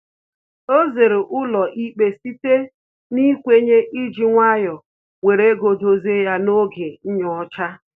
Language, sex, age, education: Igbo, female, 30-45, tertiary